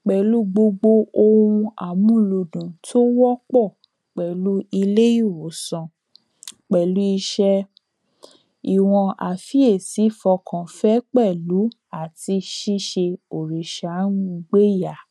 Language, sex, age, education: Yoruba, female, 15-29, tertiary